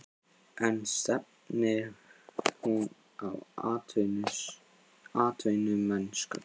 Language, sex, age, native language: Icelandic, male, 15, Icelandic